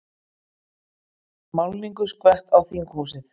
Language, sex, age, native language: Icelandic, female, 40-49, Icelandic